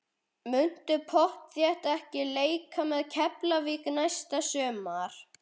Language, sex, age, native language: Icelandic, male, 11, Icelandic